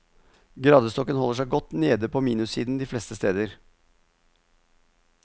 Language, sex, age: Norwegian, male, 50